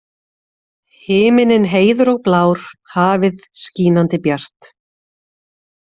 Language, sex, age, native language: Icelandic, female, 40-49, Icelandic